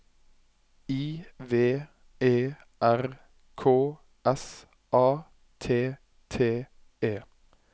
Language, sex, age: Norwegian, male, 21